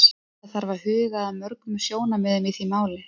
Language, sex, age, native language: Icelandic, female, 30-39, Icelandic